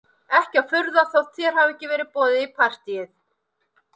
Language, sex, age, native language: Icelandic, female, 50-59, Icelandic